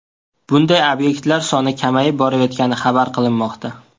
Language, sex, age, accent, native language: Uzbek, male, 18-24, Toshkent viloyati, Uzbek